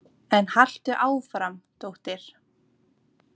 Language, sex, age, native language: Icelandic, female, 20-29, Icelandic